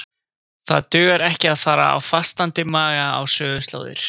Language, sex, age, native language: Icelandic, male, 20-29, Icelandic